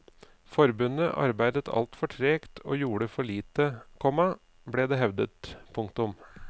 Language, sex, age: Norwegian, male, 39